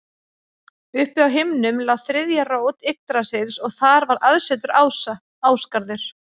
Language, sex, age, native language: Icelandic, female, 30-39, Icelandic